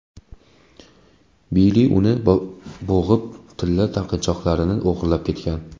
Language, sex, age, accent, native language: Uzbek, male, 18-24, Toshkent viloyati, Uzbek